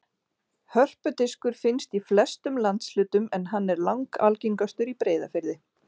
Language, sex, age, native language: Icelandic, female, 40-49, Icelandic